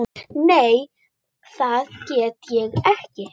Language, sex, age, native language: Icelandic, female, 9, Icelandic